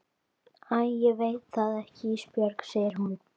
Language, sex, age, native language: Icelandic, female, 12, Icelandic